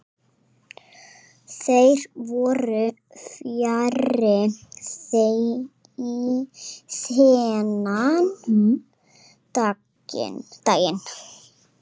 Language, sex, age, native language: Icelandic, female, 5, Icelandic